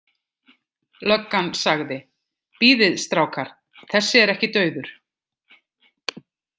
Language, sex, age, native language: Icelandic, female, 50-59, Icelandic